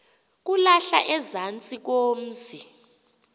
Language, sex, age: Xhosa, female, 28